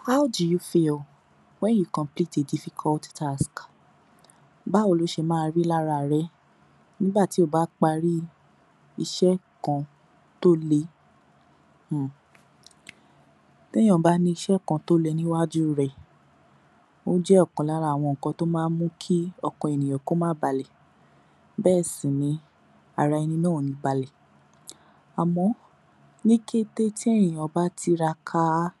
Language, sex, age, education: Yoruba, female, 46-60, tertiary